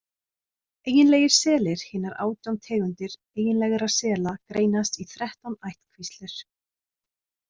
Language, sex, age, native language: Icelandic, female, 30-39, Icelandic